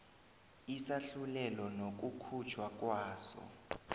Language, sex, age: South Ndebele, male, 20